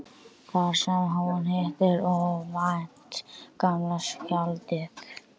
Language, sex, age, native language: Icelandic, male, 11, Icelandic